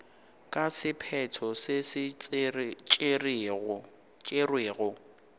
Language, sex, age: Northern Sotho, male, 19